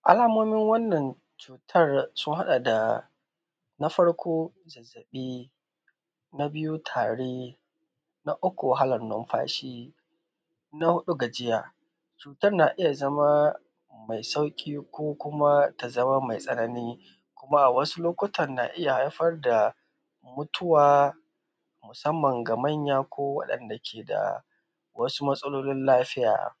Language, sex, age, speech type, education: Hausa, male, 15-29, spontaneous, tertiary